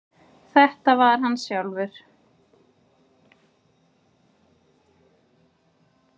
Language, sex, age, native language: Icelandic, female, 30-39, Icelandic